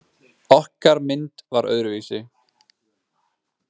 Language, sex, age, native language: Icelandic, male, 20-29, Icelandic